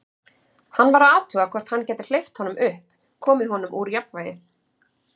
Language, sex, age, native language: Icelandic, female, 40-49, Icelandic